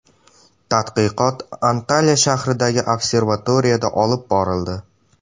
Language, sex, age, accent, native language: Uzbek, male, 12-17, Samarqand, Uzbek